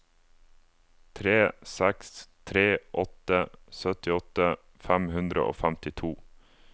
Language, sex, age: Norwegian, male, 28